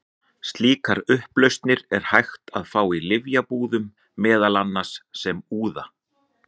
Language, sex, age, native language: Icelandic, male, 40-49, Icelandic